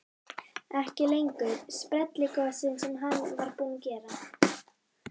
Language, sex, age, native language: Icelandic, female, 12, Icelandic